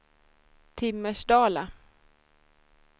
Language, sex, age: Swedish, female, 26